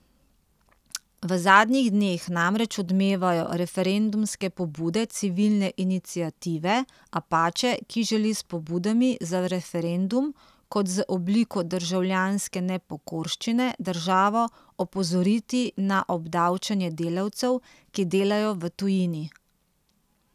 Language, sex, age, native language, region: Slovenian, female, 30-49, Slovenian, Central Slovenia